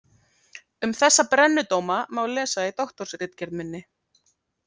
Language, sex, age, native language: Icelandic, female, 30-39, Icelandic